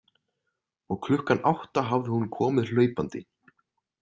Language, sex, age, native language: Icelandic, male, 20-29, Icelandic